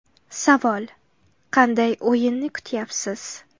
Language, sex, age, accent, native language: Uzbek, female, 18-24, Farg'ona, Uzbek